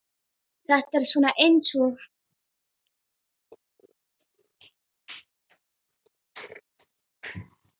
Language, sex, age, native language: Icelandic, female, 10, Icelandic